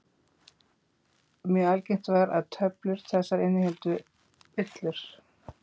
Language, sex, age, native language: Icelandic, female, 50-59, Icelandic